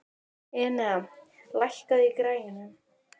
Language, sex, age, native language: Icelandic, female, 12, Icelandic